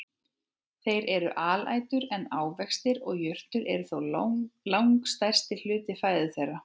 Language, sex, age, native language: Icelandic, female, 18-19, Icelandic